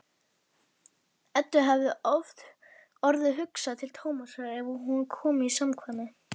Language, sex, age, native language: Icelandic, female, 40-49, Icelandic